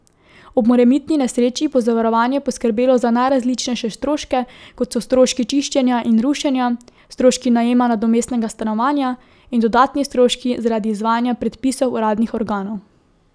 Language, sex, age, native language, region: Slovenian, female, 18-29, Slovenian, Drava region